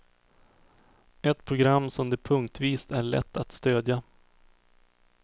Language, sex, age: Swedish, male, 24